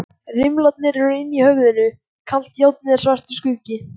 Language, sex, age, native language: Icelandic, male, 14, Icelandic